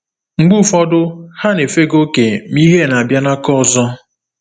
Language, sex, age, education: Igbo, male, 15-29, tertiary